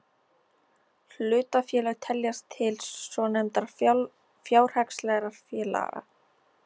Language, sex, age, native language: Icelandic, female, 13, Icelandic